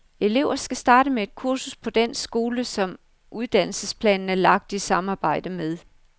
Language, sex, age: Danish, female, 55